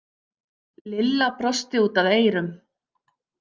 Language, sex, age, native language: Icelandic, female, 50-59, Icelandic